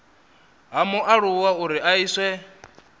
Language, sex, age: Venda, male, 27